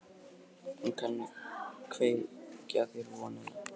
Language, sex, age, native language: Icelandic, male, 18-19, Icelandic